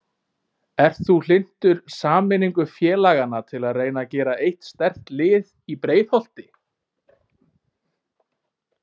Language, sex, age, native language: Icelandic, male, 18-19, Icelandic